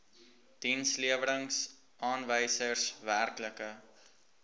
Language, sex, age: Afrikaans, male, 19